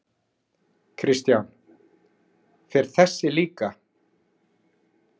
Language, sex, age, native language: Icelandic, male, 40-49, Icelandic